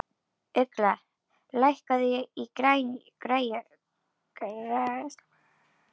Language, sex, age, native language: Icelandic, female, 11, Icelandic